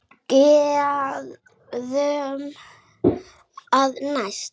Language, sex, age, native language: Icelandic, male, 8, Icelandic